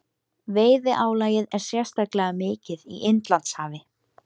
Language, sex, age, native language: Icelandic, female, 18-19, Icelandic